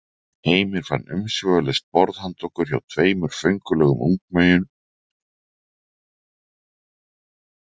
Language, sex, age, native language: Icelandic, male, 40-49, Icelandic